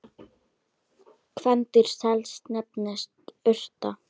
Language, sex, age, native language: Icelandic, female, 10, Icelandic